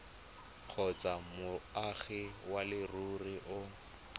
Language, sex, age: Tswana, male, 25